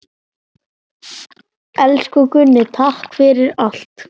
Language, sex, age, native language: Icelandic, male, 9, Icelandic